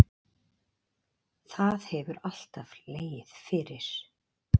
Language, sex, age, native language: Icelandic, female, 40-49, Icelandic